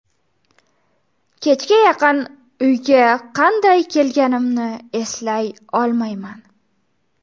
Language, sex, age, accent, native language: Uzbek, female, 18-24, Farg'ona, Uzbek